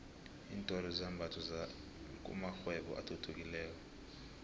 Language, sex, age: South Ndebele, male, 20